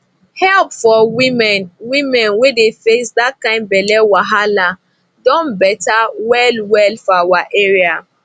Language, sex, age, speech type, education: Nigerian Pidgin, female, 15-29, spontaneous, tertiary